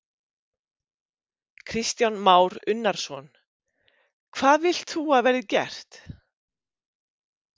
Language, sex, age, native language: Icelandic, female, 50-59, Icelandic